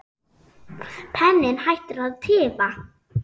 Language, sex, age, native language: Icelandic, female, 10, Icelandic